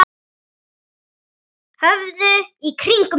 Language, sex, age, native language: Icelandic, female, 8, Icelandic